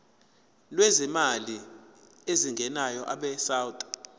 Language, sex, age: Zulu, male, 22